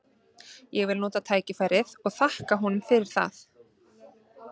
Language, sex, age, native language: Icelandic, female, 30-39, Icelandic